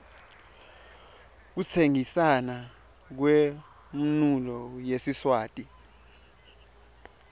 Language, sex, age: Swati, male, 23